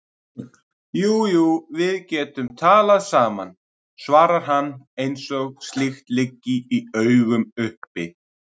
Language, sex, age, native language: Icelandic, female, 50-59, Icelandic